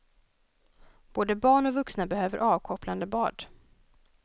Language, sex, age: Swedish, female, 20